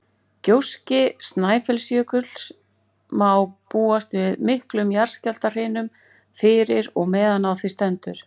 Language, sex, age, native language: Icelandic, female, 40-49, Icelandic